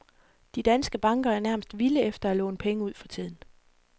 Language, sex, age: Danish, female, 40